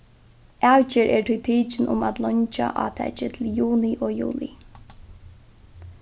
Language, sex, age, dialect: Faroese, female, 15-35, Norðuroyggjar